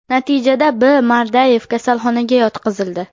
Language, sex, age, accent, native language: Uzbek, female, 18-24, Toshkent shahri, Uzbek